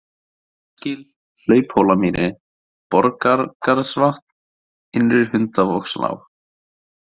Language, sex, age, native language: Icelandic, male, 18-19, Icelandic